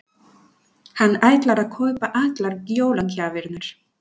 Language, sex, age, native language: Icelandic, female, 40-49, Spanish